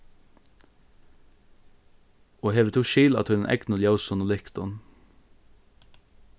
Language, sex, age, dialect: Faroese, male, 15-35, Norðurstreymoy/Eysturoy